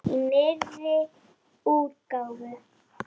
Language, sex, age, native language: Icelandic, female, 8, Icelandic